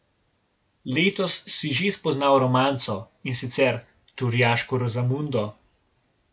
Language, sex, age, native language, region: Slovenian, male, 18-29, Slovenian, Gorenjska region